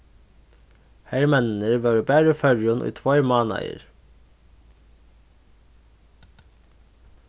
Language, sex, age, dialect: Faroese, male, 15-35, Norðurstreymoy/Eysturoy